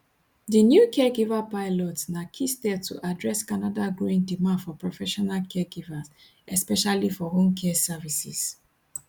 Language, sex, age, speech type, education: Nigerian Pidgin, female, 15-29, spontaneous, tertiary